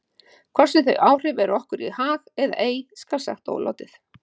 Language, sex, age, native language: Icelandic, female, 50-59, Icelandic